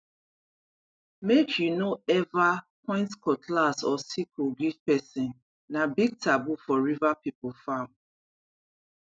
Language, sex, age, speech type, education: Nigerian Pidgin, female, 30-45, spontaneous, tertiary